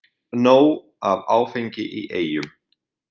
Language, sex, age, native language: Icelandic, male, 40-49, Icelandic